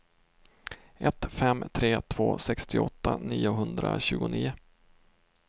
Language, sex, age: Swedish, male, 32